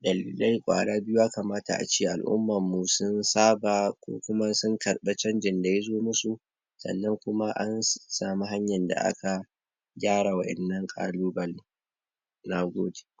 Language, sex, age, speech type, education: Hausa, male, 46-60, spontaneous, tertiary